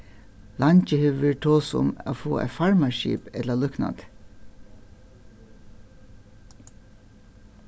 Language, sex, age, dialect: Faroese, female, 61+, Suðurstreymoy